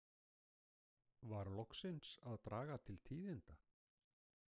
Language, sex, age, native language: Icelandic, male, 60-69, Icelandic